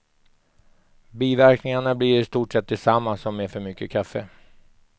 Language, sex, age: Swedish, male, 44